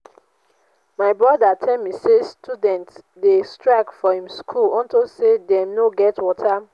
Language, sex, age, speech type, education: Nigerian Pidgin, female, 15-29, spontaneous, tertiary